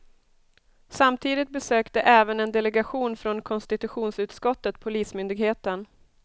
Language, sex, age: Swedish, female, 32